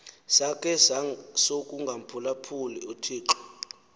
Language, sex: Xhosa, male